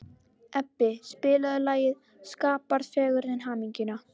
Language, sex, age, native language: Icelandic, female, 11, Icelandic